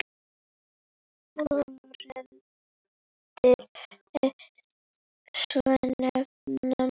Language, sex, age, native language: Icelandic, female, 8, Icelandic